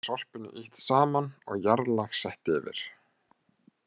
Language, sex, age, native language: Icelandic, male, 30-39, Icelandic